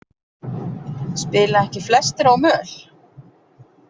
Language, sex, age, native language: Icelandic, female, 40-49, Icelandic